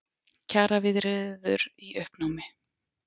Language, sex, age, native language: Icelandic, female, 40-49, Icelandic